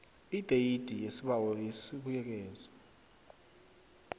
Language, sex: South Ndebele, male